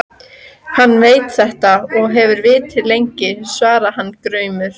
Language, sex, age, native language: Icelandic, female, 14, Icelandic